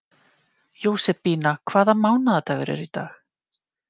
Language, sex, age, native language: Icelandic, female, 50-59, Icelandic